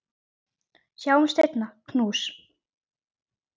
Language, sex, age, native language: Icelandic, male, 9, Icelandic